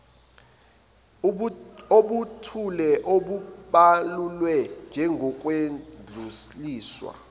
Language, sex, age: Zulu, male, 25